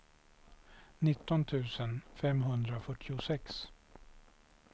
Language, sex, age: Swedish, male, 61